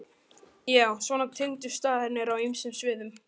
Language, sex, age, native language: Icelandic, male, 12, Icelandic